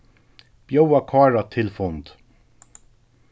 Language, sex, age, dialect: Faroese, male, 36-60, Suðurstreymoy